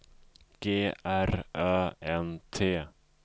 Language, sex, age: Swedish, male, 34